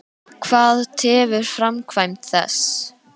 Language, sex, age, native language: Icelandic, female, 13, Icelandic